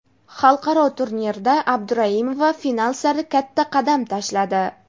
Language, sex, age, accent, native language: Uzbek, female, 18-24, Namangan, Uzbek